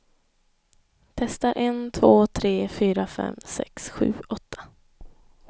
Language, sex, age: Swedish, female, 21